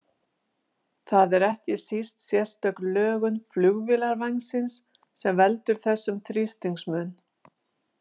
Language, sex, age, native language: Icelandic, female, 60-69, Icelandic